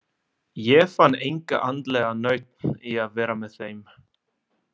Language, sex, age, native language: Icelandic, male, 20-29, Italian